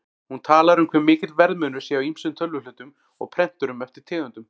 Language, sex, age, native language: Icelandic, male, 40-49, Icelandic